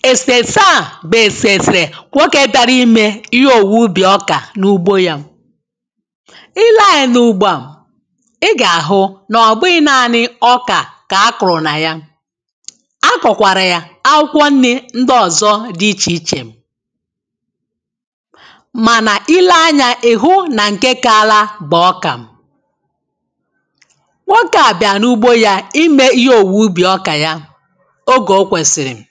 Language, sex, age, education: Igbo, female, 15-29, tertiary